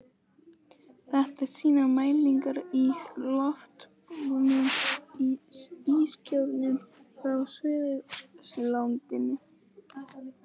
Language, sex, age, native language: Icelandic, female, 20-29, Polish